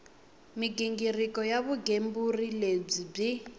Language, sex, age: Tsonga, female, 20